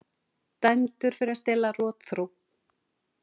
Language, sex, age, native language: Icelandic, female, 40-49, Icelandic